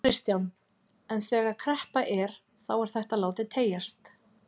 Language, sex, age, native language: Icelandic, female, 30-39, Icelandic